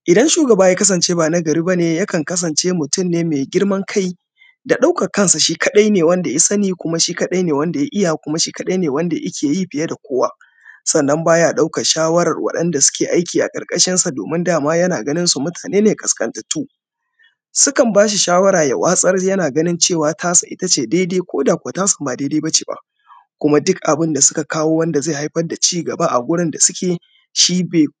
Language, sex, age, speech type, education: Hausa, male, 30-45, spontaneous, tertiary